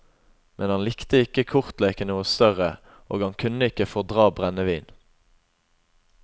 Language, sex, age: Norwegian, male, 21